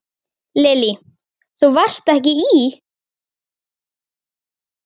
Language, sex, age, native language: Icelandic, female, 10, Icelandic